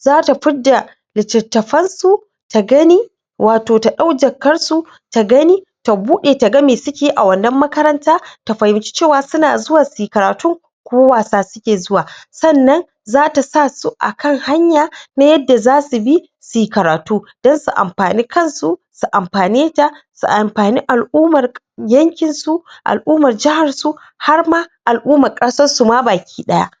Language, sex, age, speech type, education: Hausa, female, 15-29, spontaneous, tertiary